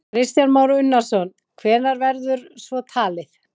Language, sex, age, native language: Icelandic, female, 20-29, Icelandic